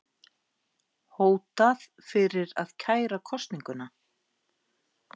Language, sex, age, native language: Icelandic, female, 50-59, Icelandic